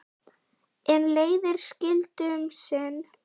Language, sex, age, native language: Icelandic, female, 10, Icelandic